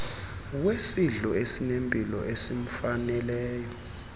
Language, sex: Xhosa, male